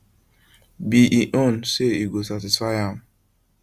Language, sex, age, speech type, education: Nigerian Pidgin, male, 15-29, spontaneous, tertiary